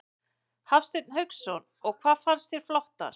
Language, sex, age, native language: Icelandic, male, 11, Icelandic